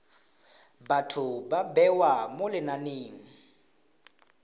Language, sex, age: Tswana, male, 18